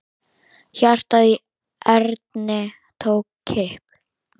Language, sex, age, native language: Icelandic, female, 9, Icelandic